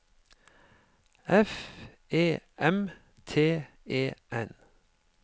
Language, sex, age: Norwegian, male, 53